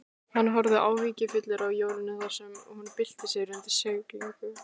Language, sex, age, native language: Icelandic, female, 16, Icelandic